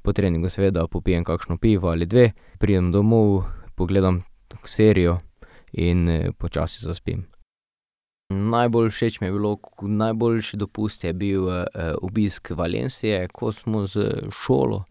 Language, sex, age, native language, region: Slovenian, male, 18-29, Slovenian, Drava region